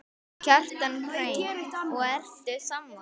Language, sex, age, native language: Icelandic, male, 10, Icelandic